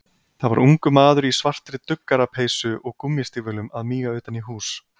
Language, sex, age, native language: Icelandic, male, 30-39, Icelandic